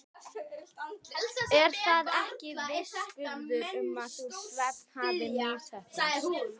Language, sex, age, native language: Icelandic, female, 12, Icelandic